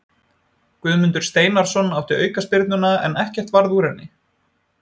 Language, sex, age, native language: Icelandic, male, 20-29, Icelandic